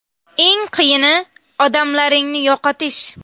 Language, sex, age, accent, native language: Uzbek, female, 19-29, Namangan, Uzbek